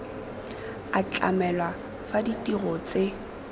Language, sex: Tswana, female